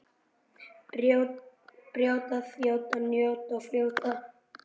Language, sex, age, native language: Icelandic, male, 10, Icelandic